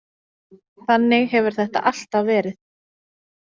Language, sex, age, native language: Icelandic, female, 30-39, Icelandic